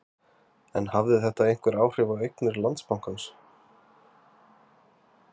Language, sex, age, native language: Icelandic, male, 30-39, Icelandic